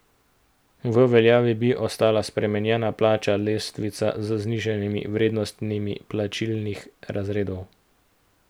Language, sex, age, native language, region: Slovenian, male, 18-29, Slovenian, Central Slovenia